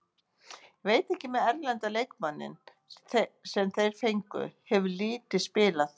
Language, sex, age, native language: Icelandic, female, 50-59, Icelandic